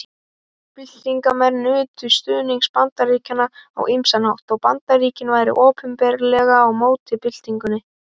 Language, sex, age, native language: Icelandic, male, 18-19, Icelandic